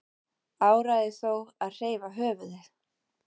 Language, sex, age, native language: Icelandic, female, 40-49, Icelandic